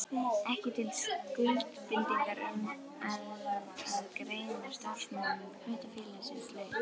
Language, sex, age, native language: Icelandic, female, 11, Icelandic